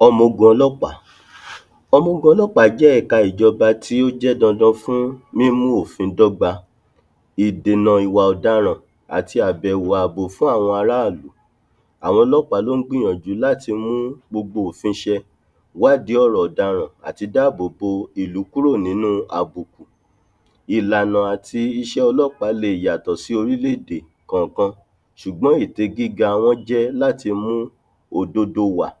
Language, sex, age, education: Yoruba, male, 46-60, tertiary